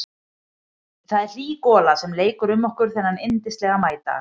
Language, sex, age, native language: Icelandic, female, 50-59, Icelandic